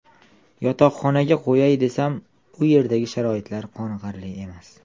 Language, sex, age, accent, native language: Uzbek, male, 19-29, Andijon, Uzbek